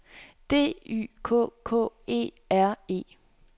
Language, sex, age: Danish, female, 26